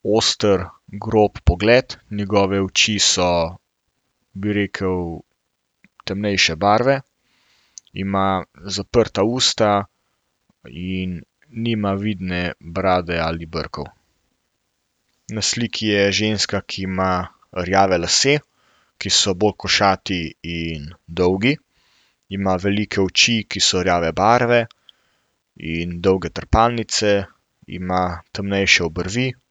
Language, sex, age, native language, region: Slovenian, male, 18-29, Slovenian, Central Slovenia